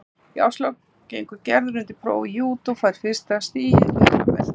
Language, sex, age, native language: Icelandic, female, 50-59, Icelandic